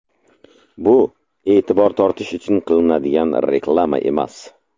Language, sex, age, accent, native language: Uzbek, male, 25-34, Samarqand, Uzbek